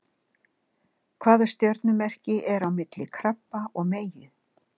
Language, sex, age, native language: Icelandic, female, 60-69, Icelandic